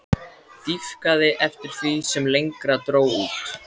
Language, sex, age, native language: Icelandic, male, 14, Icelandic